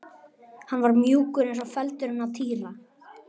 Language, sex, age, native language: Icelandic, male, 11, Icelandic